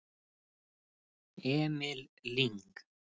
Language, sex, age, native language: Icelandic, male, 30-39, Icelandic